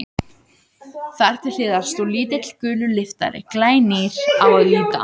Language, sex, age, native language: Icelandic, other, 18-19, Icelandic